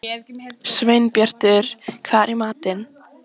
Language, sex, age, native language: Icelandic, female, 14, Icelandic